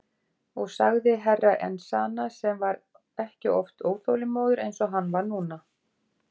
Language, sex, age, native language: Icelandic, female, 50-59, Icelandic